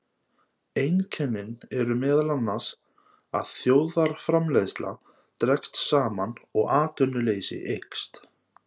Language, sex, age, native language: Icelandic, male, 30-39, Icelandic